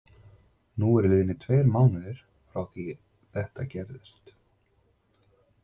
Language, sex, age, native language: Icelandic, male, 40-49, Icelandic